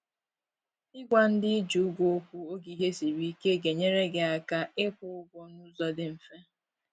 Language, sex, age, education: Igbo, female, 15-29, tertiary